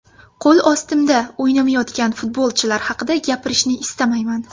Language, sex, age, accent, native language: Uzbek, female, 19-29, Surxondaryo, Uzbek